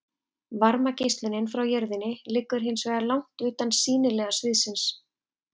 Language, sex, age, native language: Icelandic, female, 30-39, Icelandic